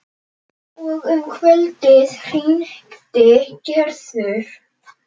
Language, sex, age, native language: Icelandic, male, 10, Icelandic